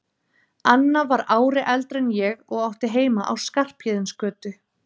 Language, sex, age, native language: Icelandic, female, 30-39, Icelandic